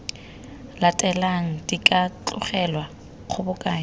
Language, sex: Tswana, female